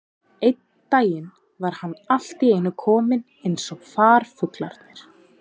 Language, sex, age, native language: Icelandic, female, 20-29, Icelandic